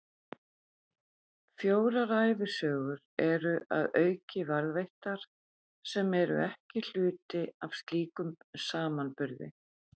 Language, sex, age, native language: Icelandic, female, 50-59, Icelandic